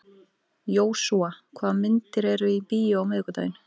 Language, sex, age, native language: Icelandic, female, 18-19, Icelandic